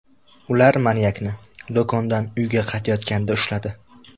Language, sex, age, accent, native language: Uzbek, male, 18-24, Buxoro, Uzbek